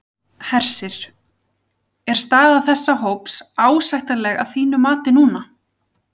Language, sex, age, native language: Icelandic, female, 30-39, Icelandic